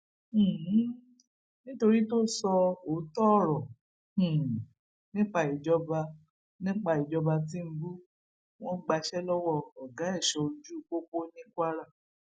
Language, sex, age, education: Yoruba, female, 46-60, tertiary